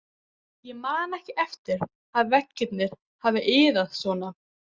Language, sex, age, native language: Icelandic, female, 18-19, Icelandic